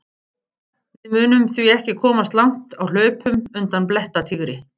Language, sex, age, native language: Icelandic, female, 50-59, Icelandic